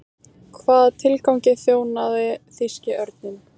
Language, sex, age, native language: Icelandic, female, 18-19, Icelandic